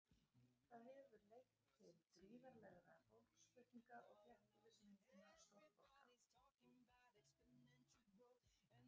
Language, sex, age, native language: Icelandic, female, 40-49, Icelandic